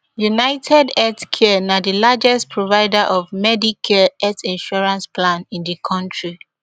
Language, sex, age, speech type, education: Nigerian Pidgin, female, 15-29, spontaneous, tertiary